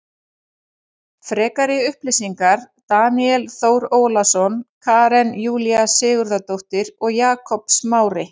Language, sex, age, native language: Icelandic, female, 40-49, Icelandic